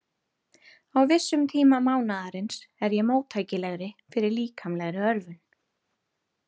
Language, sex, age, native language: Icelandic, female, 30-39, Icelandic